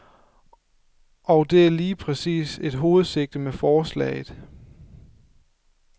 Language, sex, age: Danish, male, 24